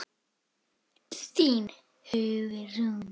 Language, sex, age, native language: Icelandic, female, 10, Icelandic